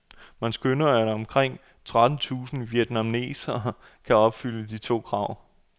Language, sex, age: Danish, male, 28